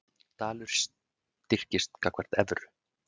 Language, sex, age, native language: Icelandic, male, 30-39, Icelandic